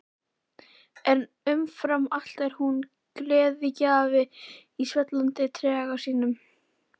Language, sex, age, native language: Icelandic, female, 11, Icelandic